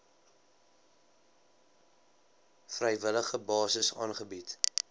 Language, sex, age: Afrikaans, male, 20